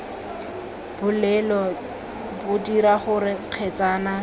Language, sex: Tswana, female